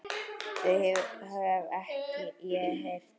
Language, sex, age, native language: Icelandic, male, 10, Icelandic